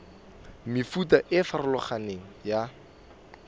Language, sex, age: Tswana, male, 18